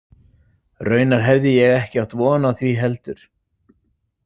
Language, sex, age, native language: Icelandic, male, 40-49, Icelandic